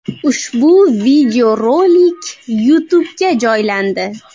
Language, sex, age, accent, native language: Uzbek, female, 19-29, Xorazm, Uzbek